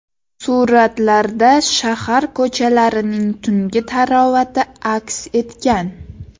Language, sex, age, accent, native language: Uzbek, female, 18-24, Sirdaryo, Uzbek